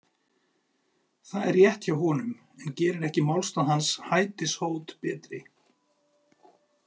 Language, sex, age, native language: Icelandic, male, 40-49, Icelandic